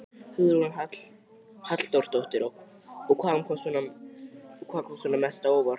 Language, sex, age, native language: Icelandic, male, 12, Icelandic